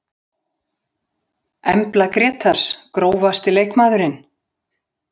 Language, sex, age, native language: Icelandic, female, 60-69, Icelandic